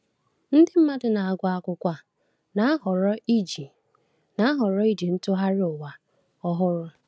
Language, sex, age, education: Igbo, female, 15-29, tertiary